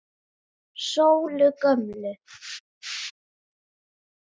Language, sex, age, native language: Icelandic, female, 10, Icelandic